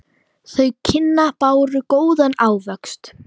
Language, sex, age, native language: Icelandic, female, 9, Icelandic